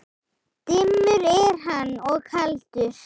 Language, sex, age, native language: Icelandic, female, 7, Icelandic